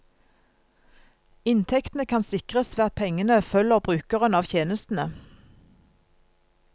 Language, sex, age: Norwegian, female, 47